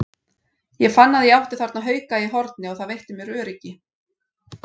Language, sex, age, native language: Icelandic, female, 40-49, Icelandic